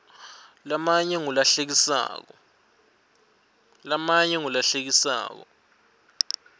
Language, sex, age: Swati, male, 21